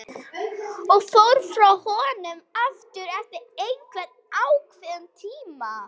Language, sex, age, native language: Icelandic, female, 11, Icelandic